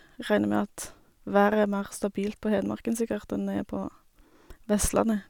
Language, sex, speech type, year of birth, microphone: Norwegian, female, spontaneous, 1987, Sennheiser